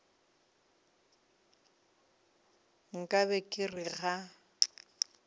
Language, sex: Northern Sotho, female